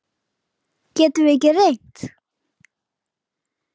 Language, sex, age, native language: Icelandic, female, 8, Icelandic